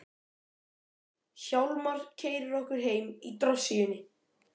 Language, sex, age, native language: Icelandic, male, 12, Icelandic